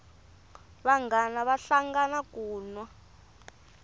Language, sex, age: Tsonga, female, 24